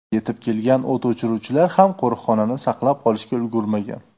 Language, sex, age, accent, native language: Uzbek, male, 25-34, Jizzax, Uzbek